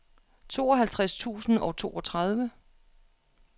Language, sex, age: Danish, female, 36